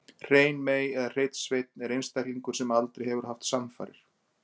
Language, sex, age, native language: Icelandic, male, 40-49, Icelandic